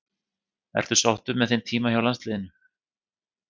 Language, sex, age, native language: Icelandic, male, 30-39, Icelandic